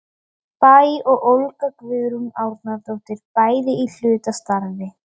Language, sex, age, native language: Icelandic, female, 13, Icelandic